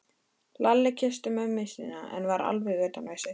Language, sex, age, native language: Icelandic, female, 13, Icelandic